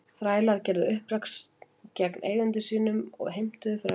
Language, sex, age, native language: Icelandic, female, 40-49, Icelandic